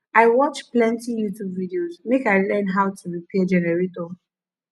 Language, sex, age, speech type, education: Nigerian Pidgin, female, 15-29, spontaneous, tertiary